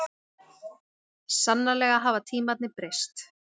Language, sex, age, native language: Icelandic, female, 20-29, Icelandic